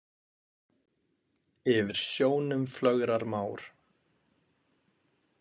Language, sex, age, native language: Icelandic, male, 20-29, Icelandic